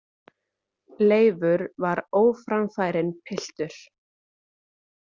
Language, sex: Icelandic, female